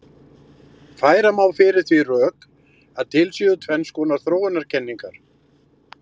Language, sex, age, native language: Icelandic, male, 60-69, Icelandic